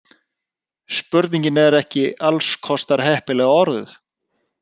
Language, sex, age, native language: Icelandic, male, 30-39, Icelandic